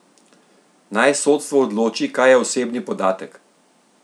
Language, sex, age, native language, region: Slovenian, male, 50-59, Slovenian, Central Slovenia